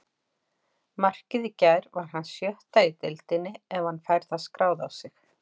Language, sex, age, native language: Icelandic, female, 40-49, Icelandic